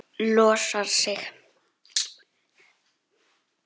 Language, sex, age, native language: Icelandic, female, 10, Icelandic